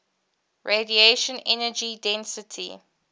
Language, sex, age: English, female, 22